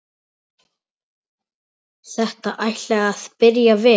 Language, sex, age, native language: Icelandic, male, 10, Icelandic